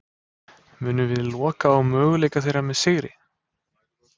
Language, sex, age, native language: Icelandic, male, 20-29, Icelandic